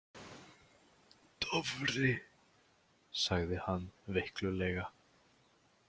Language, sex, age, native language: Icelandic, male, 18-19, Icelandic